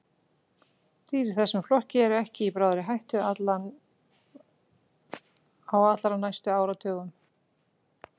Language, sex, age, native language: Icelandic, female, 40-49, Icelandic